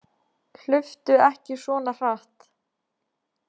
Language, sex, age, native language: Icelandic, female, 20-29, Icelandic